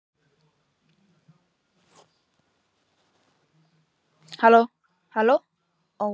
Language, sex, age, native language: Icelandic, male, 11, Icelandic